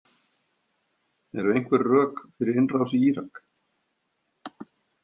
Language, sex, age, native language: Icelandic, male, 50-59, Icelandic